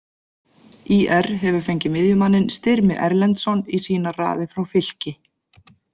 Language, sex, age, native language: Icelandic, female, 40-49, Icelandic